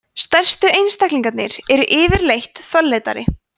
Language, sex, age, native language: Icelandic, female, 20-29, Icelandic